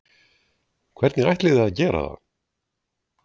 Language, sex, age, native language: Icelandic, male, 60-69, Icelandic